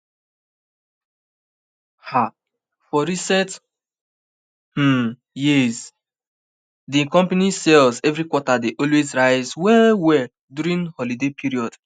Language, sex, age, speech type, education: Nigerian Pidgin, male, 15-29, spontaneous, tertiary